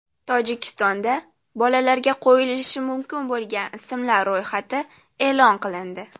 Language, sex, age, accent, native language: Uzbek, female, under 19, Jizzax, Uzbek